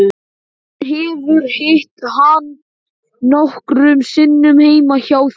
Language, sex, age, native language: Icelandic, male, 11, Icelandic